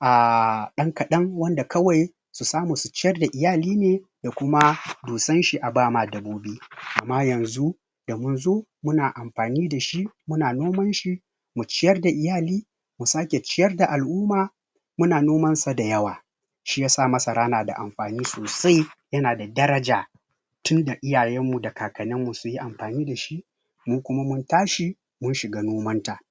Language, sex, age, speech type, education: Hausa, male, 30-45, spontaneous, tertiary